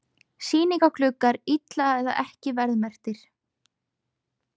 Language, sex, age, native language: Icelandic, female, 20-29, Icelandic